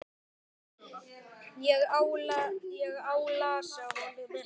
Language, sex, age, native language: Icelandic, male, 9, Icelandic